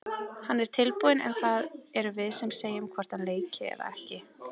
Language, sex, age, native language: Icelandic, female, 30-39, Icelandic